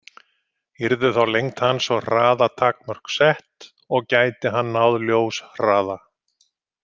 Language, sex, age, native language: Icelandic, male, 50-59, Icelandic